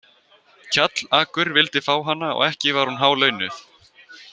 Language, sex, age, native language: Icelandic, female, 18-19, Icelandic